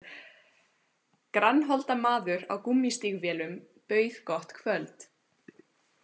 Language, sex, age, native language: Icelandic, female, 20-29, Icelandic